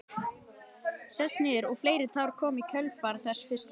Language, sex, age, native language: Icelandic, male, 12, Icelandic